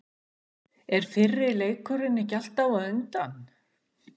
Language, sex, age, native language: Icelandic, female, 60-69, Icelandic